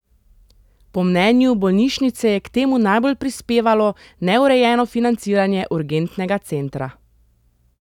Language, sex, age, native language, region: Slovenian, female, 30-49, Slovenian, Central Slovenia